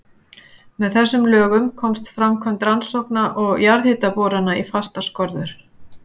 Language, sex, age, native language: Icelandic, female, 50-59, Icelandic